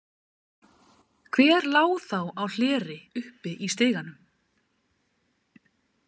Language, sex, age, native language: Icelandic, female, 30-39, Icelandic